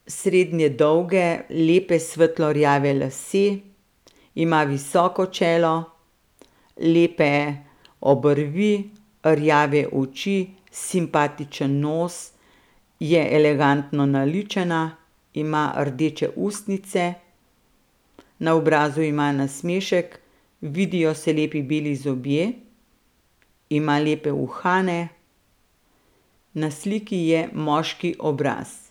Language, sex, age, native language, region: Slovenian, female, 50-59, Slovenian, Central Slovenia